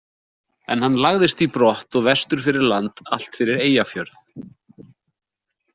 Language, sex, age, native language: Icelandic, male, 40-49, Icelandic